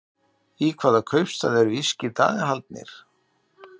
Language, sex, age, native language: Icelandic, male, 60-69, Icelandic